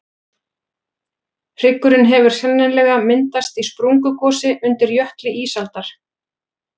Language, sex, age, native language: Icelandic, female, 40-49, Icelandic